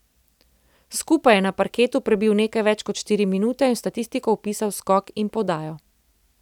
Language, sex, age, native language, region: Slovenian, female, 30-49, Slovenian, Central Slovenia